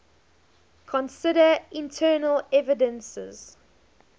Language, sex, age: English, female, 20